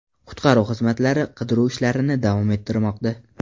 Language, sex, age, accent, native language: Uzbek, male, 18-24, Farg'ona, Uzbek